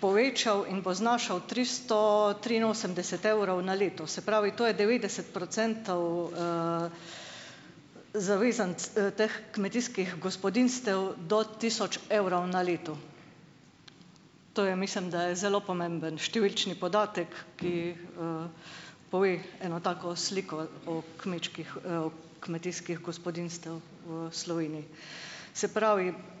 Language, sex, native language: Slovenian, female, Slovenian